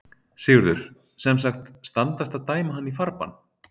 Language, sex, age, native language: Icelandic, male, 30-39, Icelandic